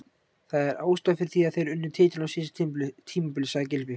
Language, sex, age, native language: Icelandic, male, 18-19, Icelandic